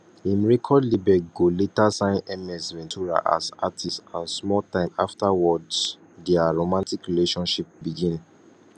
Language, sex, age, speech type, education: Nigerian Pidgin, male, 15-29, spontaneous, tertiary